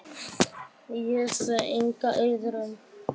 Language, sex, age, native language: Icelandic, male, 10, Icelandic